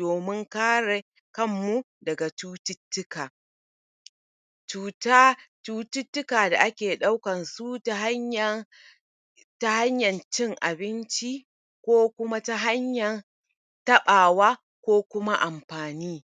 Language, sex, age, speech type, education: Hausa, female, 30-45, spontaneous, tertiary